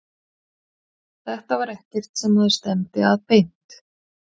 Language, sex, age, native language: Icelandic, female, 40-49, Icelandic